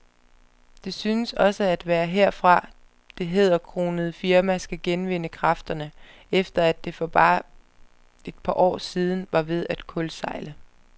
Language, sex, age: Danish, female, 25